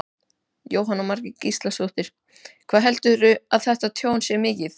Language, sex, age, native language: Icelandic, male, 12, Icelandic